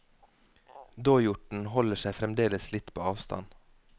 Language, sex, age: Norwegian, male, 33